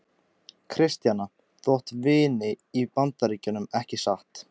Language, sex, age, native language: Icelandic, male, 14, Icelandic